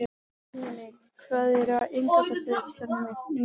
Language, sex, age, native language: Icelandic, female, 12, Icelandic